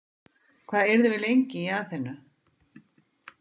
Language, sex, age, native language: Icelandic, female, 50-59, Icelandic